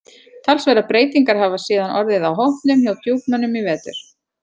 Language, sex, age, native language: Icelandic, female, 40-49, Icelandic